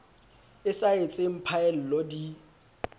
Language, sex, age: Southern Sotho, male, 20